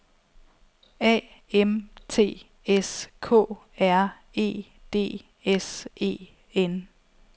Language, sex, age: Danish, female, 34